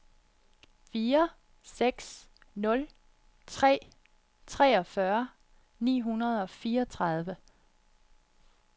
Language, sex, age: Danish, female, 30